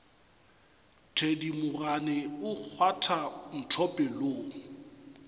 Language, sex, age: Northern Sotho, male, 35